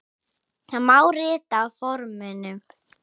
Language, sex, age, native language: Icelandic, female, 10, Icelandic